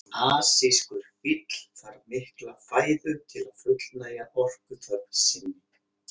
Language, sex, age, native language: Icelandic, male, 50-59, Icelandic